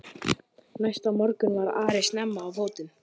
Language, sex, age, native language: Icelandic, male, 11, Icelandic